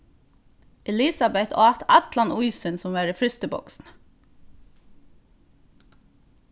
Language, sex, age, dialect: Faroese, female, 15-35, Norðurstreymoy/Eysturoy